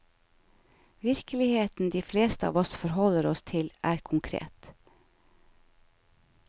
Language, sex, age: Norwegian, female, 49